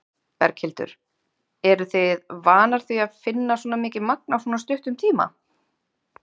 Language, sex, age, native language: Icelandic, female, 30-39, Icelandic